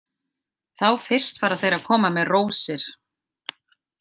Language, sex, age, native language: Icelandic, male, 50-59, Icelandic